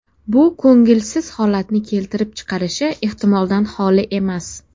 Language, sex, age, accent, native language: Uzbek, female, under 19, Namangan, Uzbek